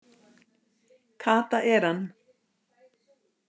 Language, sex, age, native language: Icelandic, female, 60-69, Icelandic